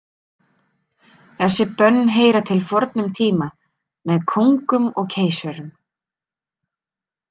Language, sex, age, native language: Icelandic, female, 30-39, Icelandic